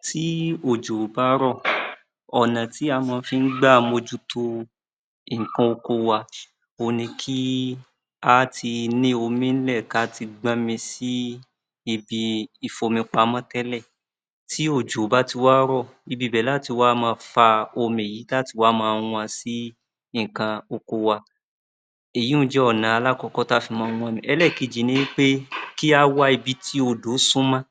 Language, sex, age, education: Yoruba, male, 30-45, tertiary